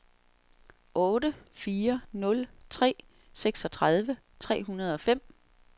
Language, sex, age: Danish, female, 47